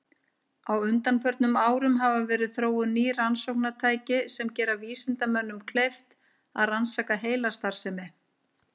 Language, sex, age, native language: Icelandic, female, 50-59, Icelandic